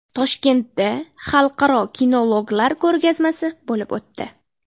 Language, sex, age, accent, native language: Uzbek, female, 12-17, Namangan, Uzbek